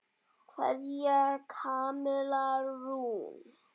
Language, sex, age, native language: Icelandic, male, 9, Icelandic